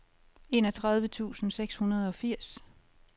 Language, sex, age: Danish, female, 51